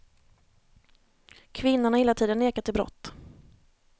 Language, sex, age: Swedish, female, 30